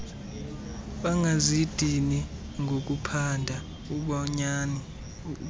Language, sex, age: Xhosa, male, 21